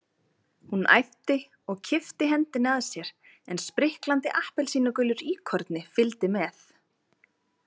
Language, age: Icelandic, 20-29